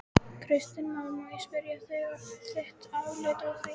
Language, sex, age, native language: Icelandic, female, 12, Icelandic